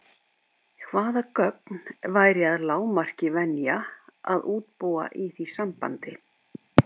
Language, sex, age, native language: Icelandic, female, 50-59, Icelandic